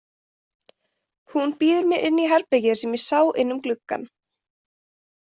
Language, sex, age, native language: Icelandic, female, 20-29, Icelandic